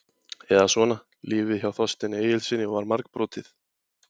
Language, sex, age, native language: Icelandic, male, 20-29, Icelandic